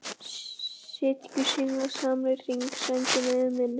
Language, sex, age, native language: Icelandic, female, 11, Icelandic